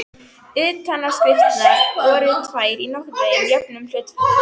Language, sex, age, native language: Icelandic, female, 13, Icelandic